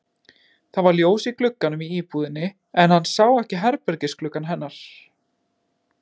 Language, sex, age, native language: Icelandic, male, 20-29, Icelandic